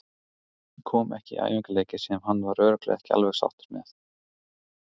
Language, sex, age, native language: Icelandic, male, 30-39, Icelandic